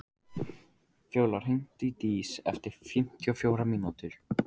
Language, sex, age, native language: Icelandic, male, 15, Icelandic